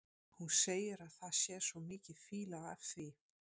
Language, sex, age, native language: Icelandic, female, 50-59, Dutch